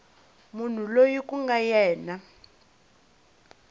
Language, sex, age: Tsonga, female, 20